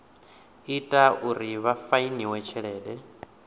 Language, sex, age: Venda, male, 28